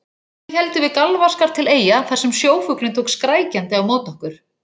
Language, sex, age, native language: Icelandic, female, 40-49, Icelandic